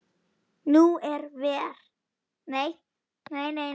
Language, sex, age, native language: Icelandic, male, 10, Icelandic